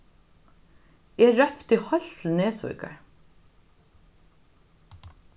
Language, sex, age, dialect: Faroese, female, 61+, Norðurstreymoy/Eysturoy